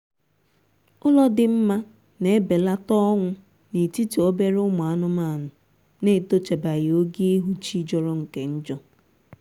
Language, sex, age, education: Igbo, female, 15-29, tertiary